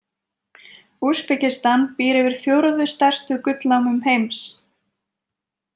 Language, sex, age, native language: Icelandic, female, 20-29, Icelandic